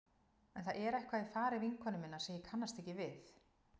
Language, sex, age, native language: Icelandic, female, 40-49, Icelandic